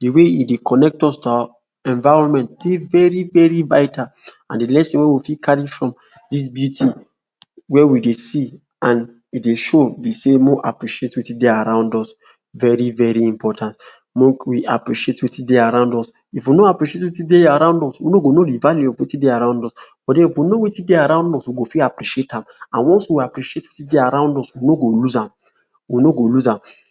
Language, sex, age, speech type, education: Nigerian Pidgin, male, 46-60, spontaneous, tertiary